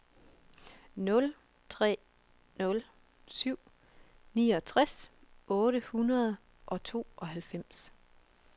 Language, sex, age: Danish, female, 24